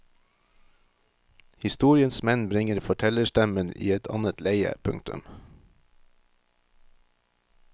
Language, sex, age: Norwegian, male, 38